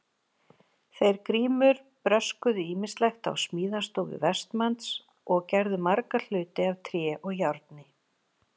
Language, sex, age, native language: Icelandic, female, 40-49, Icelandic